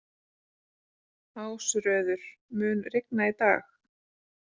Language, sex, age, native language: Icelandic, female, 30-39, Icelandic